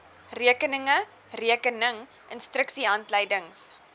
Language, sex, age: Afrikaans, female, 20